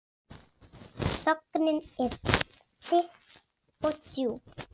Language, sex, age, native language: Icelandic, female, 6, Icelandic